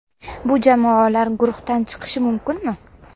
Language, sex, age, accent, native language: Uzbek, female, under 19, Namangan, Uzbek